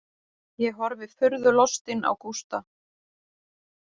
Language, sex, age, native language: Icelandic, female, 40-49, Icelandic